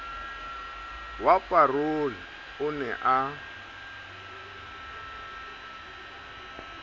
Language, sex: Southern Sotho, male